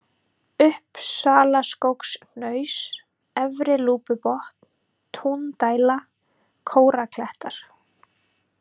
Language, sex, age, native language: Icelandic, female, 30-39, Icelandic